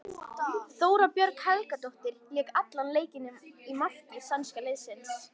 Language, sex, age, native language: Icelandic, female, 18-19, Icelandic